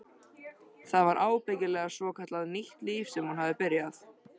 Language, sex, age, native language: Icelandic, male, 13, Icelandic